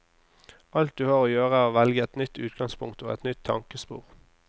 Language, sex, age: Norwegian, male, 26